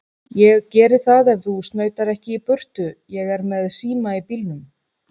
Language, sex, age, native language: Icelandic, female, 30-39, Icelandic